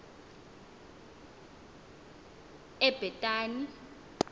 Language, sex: Xhosa, female